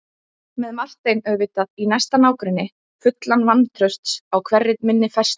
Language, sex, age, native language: Icelandic, female, 30-39, Icelandic